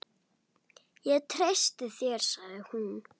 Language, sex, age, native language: Icelandic, female, 8, Icelandic